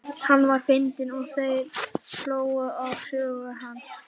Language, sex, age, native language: Icelandic, male, 11, Icelandic